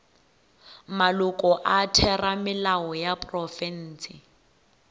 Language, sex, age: Northern Sotho, female, 18